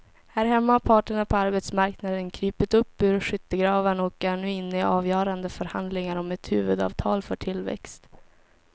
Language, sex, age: Swedish, female, 17